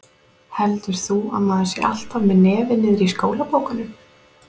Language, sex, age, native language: Icelandic, female, 30-39, Icelandic